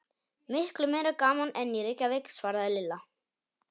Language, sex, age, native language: Icelandic, male, 18-19, Polish